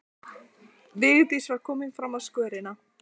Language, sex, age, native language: Icelandic, female, 14, Icelandic